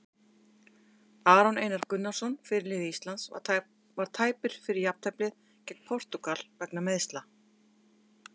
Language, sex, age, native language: Icelandic, female, 50-59, Icelandic